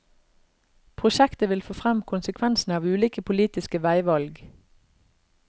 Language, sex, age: Norwegian, female, 32